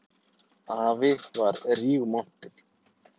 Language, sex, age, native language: Icelandic, male, 30-39, Icelandic